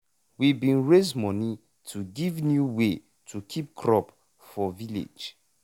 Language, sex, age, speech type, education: Nigerian Pidgin, male, 15-29, spontaneous, tertiary